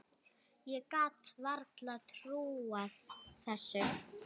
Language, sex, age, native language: Icelandic, female, 9, Icelandic